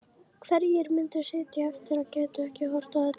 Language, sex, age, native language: Icelandic, female, 11, Icelandic